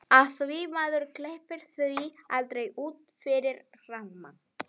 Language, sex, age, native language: Icelandic, female, 11, Spanish